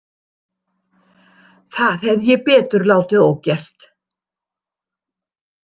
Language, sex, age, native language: Icelandic, female, 60-69, Icelandic